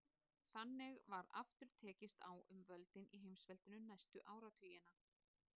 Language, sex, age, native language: Icelandic, female, 30-39, Icelandic